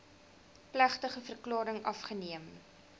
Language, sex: Afrikaans, female